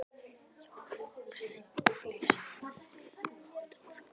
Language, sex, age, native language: Icelandic, female, 11, Icelandic